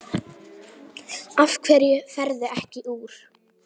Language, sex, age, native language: Icelandic, female, 9, Icelandic